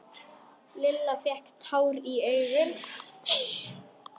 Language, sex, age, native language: Icelandic, female, 10, Icelandic